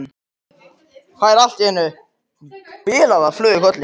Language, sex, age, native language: Icelandic, male, 13, Icelandic